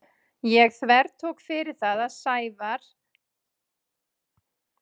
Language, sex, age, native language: Icelandic, female, 30-39, Icelandic